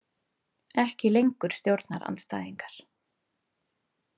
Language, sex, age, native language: Icelandic, female, 30-39, Icelandic